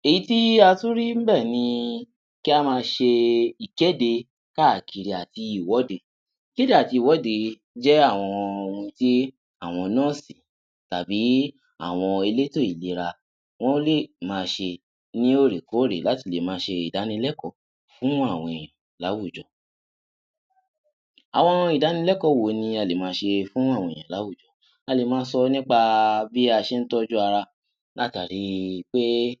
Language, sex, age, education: Yoruba, male, 15-29, tertiary